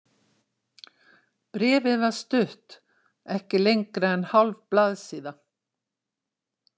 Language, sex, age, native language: Icelandic, female, 60-69, Icelandic